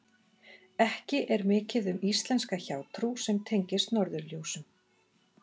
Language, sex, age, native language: Icelandic, female, 40-49, Icelandic